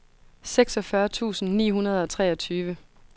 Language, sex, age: Danish, female, 22